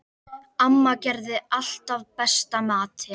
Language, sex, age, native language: Icelandic, male, 10, Icelandic